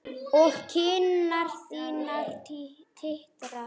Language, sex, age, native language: Icelandic, male, 9, Icelandic